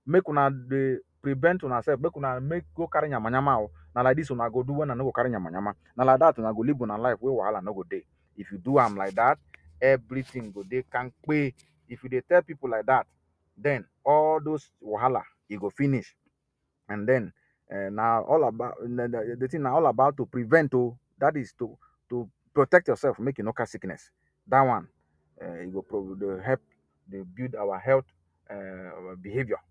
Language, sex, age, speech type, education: Nigerian Pidgin, male, 30-45, spontaneous, tertiary